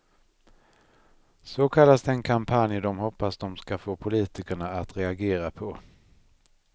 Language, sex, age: Swedish, male, 39